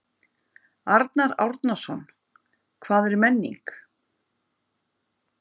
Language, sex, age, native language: Icelandic, female, 50-59, Icelandic